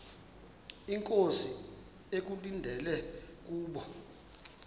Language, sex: Xhosa, male